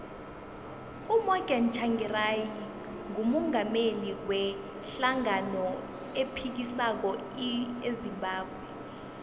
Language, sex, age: South Ndebele, female, 21